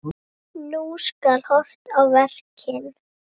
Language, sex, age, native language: Icelandic, female, 7, Icelandic